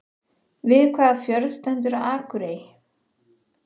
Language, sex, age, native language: Icelandic, female, 30-39, Icelandic